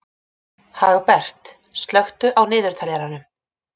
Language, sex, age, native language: Icelandic, female, 30-39, Icelandic